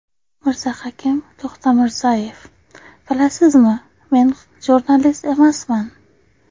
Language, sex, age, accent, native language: Uzbek, female, 25-34, Qashqadaryo, Uzbek